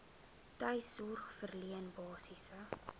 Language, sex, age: Afrikaans, female, 20